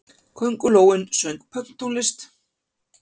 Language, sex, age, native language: Icelandic, female, 50-59, Icelandic